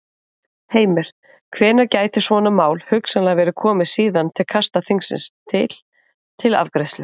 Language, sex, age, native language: Icelandic, female, 30-39, Icelandic